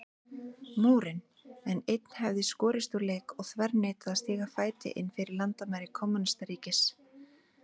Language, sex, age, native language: Icelandic, female, 40-49, Icelandic